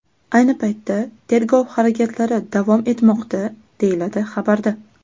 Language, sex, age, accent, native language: Uzbek, female, under 19, Toshkent shahri, Uzbek